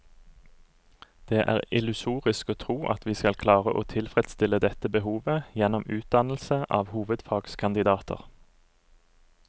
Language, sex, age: Norwegian, male, 39